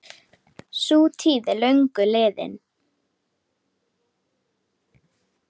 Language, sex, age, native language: Icelandic, female, 10, Icelandic